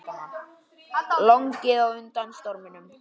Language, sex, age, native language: Icelandic, male, 20-29, Icelandic